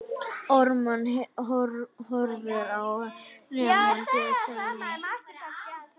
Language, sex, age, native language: Icelandic, female, 9, Icelandic